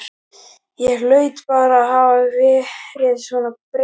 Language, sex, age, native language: Icelandic, male, 12, Icelandic